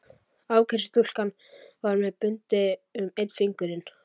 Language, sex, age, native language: Icelandic, male, 11, Icelandic